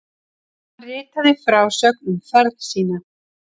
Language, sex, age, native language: Icelandic, female, 40-49, Icelandic